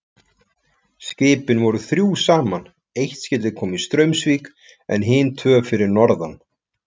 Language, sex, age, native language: Icelandic, male, 40-49, Icelandic